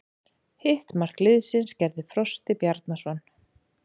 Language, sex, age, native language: Icelandic, female, 40-49, Icelandic